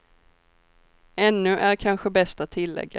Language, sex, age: Swedish, female, 24